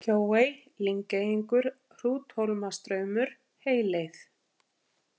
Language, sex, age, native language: Icelandic, female, 50-59, Icelandic